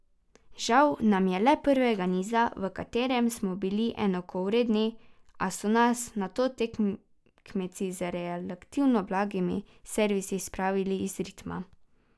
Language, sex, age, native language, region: Slovenian, female, 12-17, Slovenian, Carinthia region